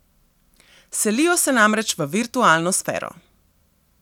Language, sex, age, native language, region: Slovenian, female, 30-49, Slovenian, Central Slovenia